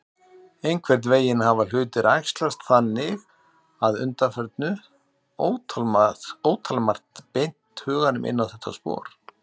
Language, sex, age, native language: Icelandic, male, 60-69, Icelandic